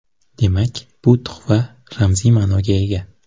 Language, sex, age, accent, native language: Uzbek, male, 18-24, Toshkent viloyati, Uzbek